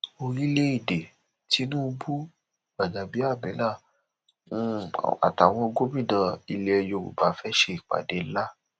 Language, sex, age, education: Yoruba, male, 15-29, tertiary